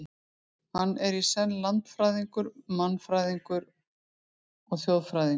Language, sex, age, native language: Icelandic, female, 50-59, Icelandic